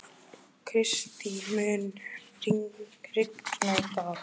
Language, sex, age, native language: Icelandic, male, 12, Icelandic